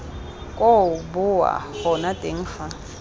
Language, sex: Tswana, female